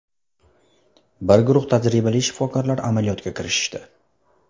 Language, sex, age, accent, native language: Uzbek, male, 18-24, Surxondaryo, Uzbek